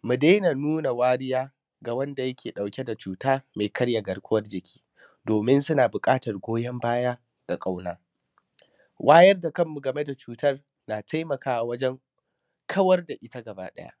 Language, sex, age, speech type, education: Hausa, male, 15-29, spontaneous, secondary